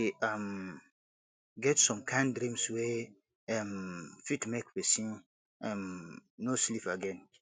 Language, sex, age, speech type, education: Nigerian Pidgin, male, 15-29, spontaneous, tertiary